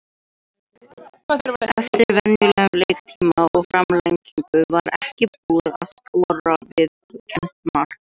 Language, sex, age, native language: Icelandic, other, 18-19, Icelandic